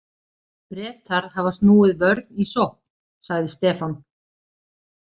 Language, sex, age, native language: Icelandic, female, 40-49, Icelandic